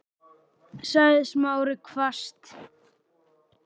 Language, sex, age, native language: Icelandic, male, 9, Icelandic